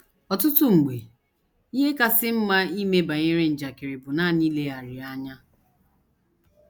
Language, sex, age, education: Igbo, female, 30-45, tertiary